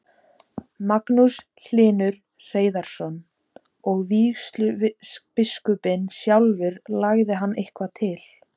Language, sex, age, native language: Icelandic, female, 17, Icelandic